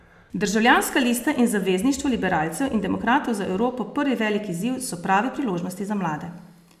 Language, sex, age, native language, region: Slovenian, female, 30-49, Slovenian, Posavska region